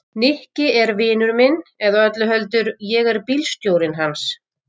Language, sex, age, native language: Icelandic, female, 50-59, Icelandic